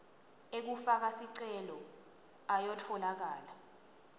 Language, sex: Swati, female